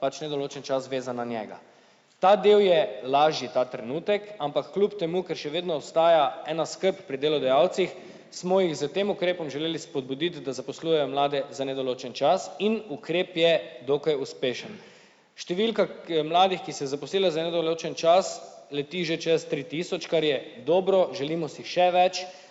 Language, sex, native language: Slovenian, male, Slovenian